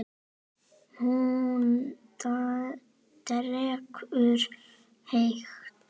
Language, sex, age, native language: Icelandic, female, 9, Icelandic